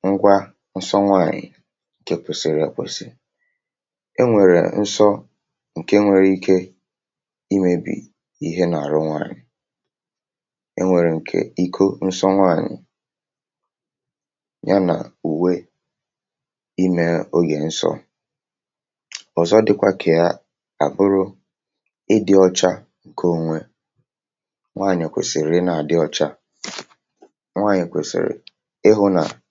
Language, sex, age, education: Igbo, male, 30-45, tertiary